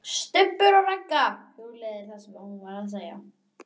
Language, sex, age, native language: Icelandic, female, 11, Icelandic